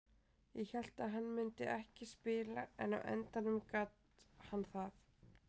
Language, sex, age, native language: Icelandic, female, 20-29, Icelandic